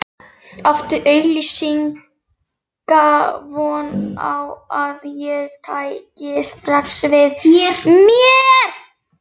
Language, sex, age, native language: Icelandic, female, 11, Icelandic